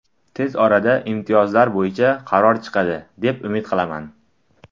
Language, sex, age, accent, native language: Uzbek, male, under 19, Buxoro, Tajik